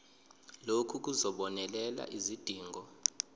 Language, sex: Zulu, male